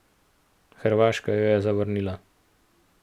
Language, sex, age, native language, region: Slovenian, male, 18-29, Slovenian, Central Slovenia